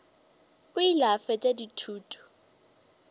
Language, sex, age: Northern Sotho, female, 23